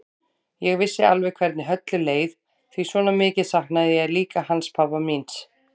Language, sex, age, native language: Icelandic, female, 30-39, Icelandic